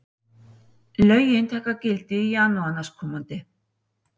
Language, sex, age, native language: Icelandic, female, 60-69, Icelandic